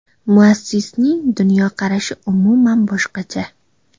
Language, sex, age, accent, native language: Uzbek, female, 19-29, Xorazm, Uzbek